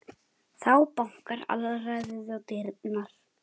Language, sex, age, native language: Icelandic, male, 10, Icelandic